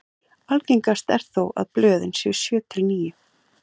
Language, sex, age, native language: Icelandic, female, 40-49, Icelandic